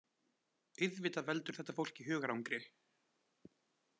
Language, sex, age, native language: Icelandic, male, 20-29, Icelandic